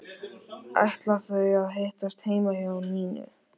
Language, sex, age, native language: Icelandic, male, 13, Icelandic